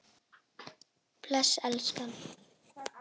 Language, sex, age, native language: Icelandic, male, 10, Icelandic